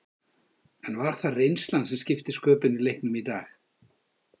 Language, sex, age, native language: Icelandic, male, 50-59, Icelandic